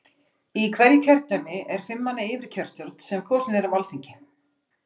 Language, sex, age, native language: Icelandic, female, 40-49, Icelandic